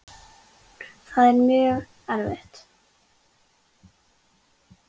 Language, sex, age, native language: Icelandic, female, 10, Icelandic